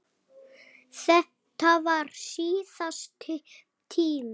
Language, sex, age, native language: Icelandic, female, 5, Icelandic